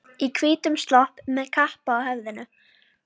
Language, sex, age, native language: Icelandic, female, 12, Icelandic